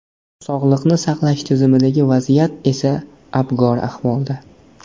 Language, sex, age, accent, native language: Uzbek, male, 18-24, Namangan, Uzbek